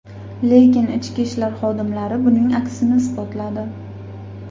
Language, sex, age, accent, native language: Uzbek, female, 18-24, Farg'ona, Uzbek